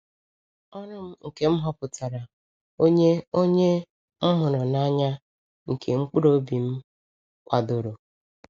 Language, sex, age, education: Igbo, female, 15-29, secondary